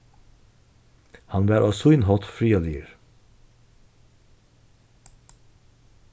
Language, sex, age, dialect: Faroese, male, 61+, Suðurstreymoy